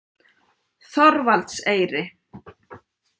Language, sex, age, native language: Icelandic, female, 30-39, Icelandic